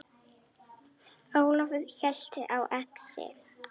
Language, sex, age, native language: Icelandic, female, 9, Icelandic